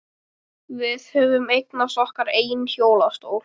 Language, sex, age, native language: Icelandic, male, 12, Icelandic